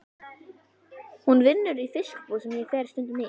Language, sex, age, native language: Icelandic, female, 11, Icelandic